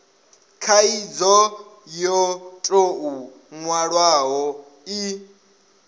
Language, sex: Venda, male